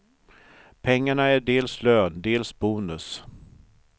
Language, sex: Swedish, male